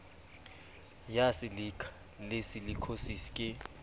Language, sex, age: Southern Sotho, male, 24